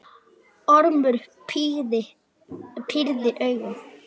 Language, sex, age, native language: Icelandic, male, 9, Icelandic